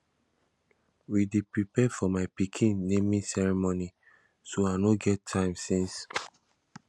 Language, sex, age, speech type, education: Nigerian Pidgin, male, 15-29, spontaneous, tertiary